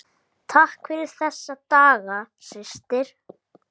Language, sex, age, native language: Icelandic, male, 8, Icelandic